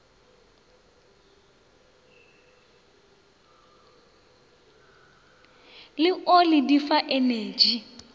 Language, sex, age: Northern Sotho, female, 24